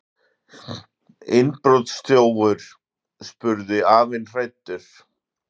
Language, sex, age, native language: Icelandic, male, 40-49, Icelandic